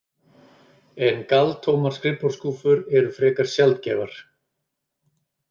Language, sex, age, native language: Icelandic, male, 30-39, Icelandic